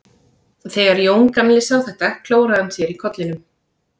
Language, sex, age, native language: Icelandic, female, 30-39, Icelandic